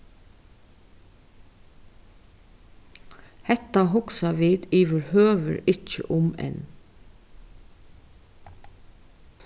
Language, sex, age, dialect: Faroese, female, 36-60, Suðurstreymoy